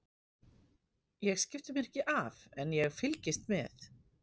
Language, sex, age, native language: Icelandic, female, 50-59, Icelandic